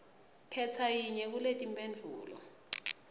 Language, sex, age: Swati, female, 22